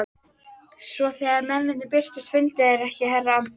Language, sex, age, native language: Icelandic, female, 13, Icelandic